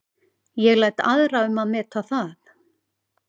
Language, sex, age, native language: Icelandic, female, 40-49, Icelandic